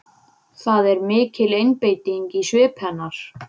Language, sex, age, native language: Icelandic, male, 11, Icelandic